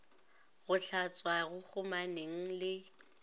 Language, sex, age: Northern Sotho, female, 19